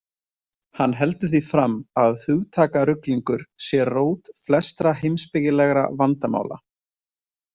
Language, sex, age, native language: Icelandic, male, 20-29, Icelandic